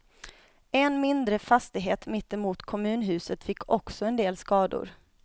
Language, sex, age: Swedish, female, 25